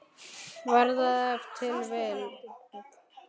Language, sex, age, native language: Icelandic, male, 9, Icelandic